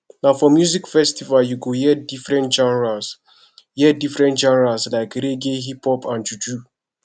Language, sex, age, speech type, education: Nigerian Pidgin, male, 15-29, spontaneous, secondary